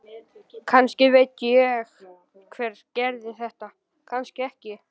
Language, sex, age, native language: Icelandic, male, 11, Icelandic